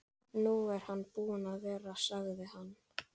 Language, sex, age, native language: Icelandic, male, 11, Icelandic